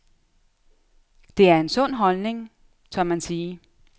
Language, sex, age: Danish, female, 32